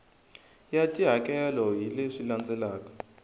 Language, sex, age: Tsonga, male, 20